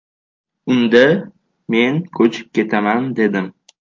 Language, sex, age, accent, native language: Uzbek, male, 12-17, Toshkent shahri, Uzbek